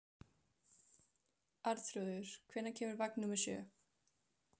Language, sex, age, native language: Icelandic, female, 15, Icelandic